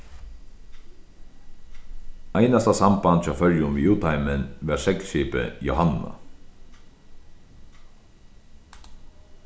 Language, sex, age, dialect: Faroese, male, 36-60, Sandoy